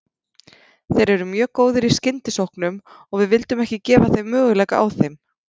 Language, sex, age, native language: Icelandic, female, 30-39, Icelandic